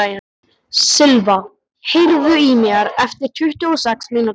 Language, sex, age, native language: Icelandic, male, 12, Icelandic